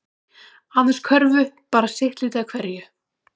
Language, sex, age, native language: Icelandic, female, 30-39, Icelandic